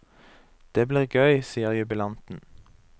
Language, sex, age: Norwegian, male, 23